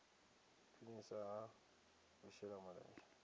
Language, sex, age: Venda, male, 27